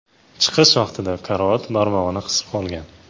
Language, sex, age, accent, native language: Uzbek, male, 18-24, Toshkent viloyati, Uzbek